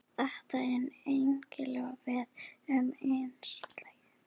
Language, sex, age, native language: Icelandic, female, 20-29, Icelandic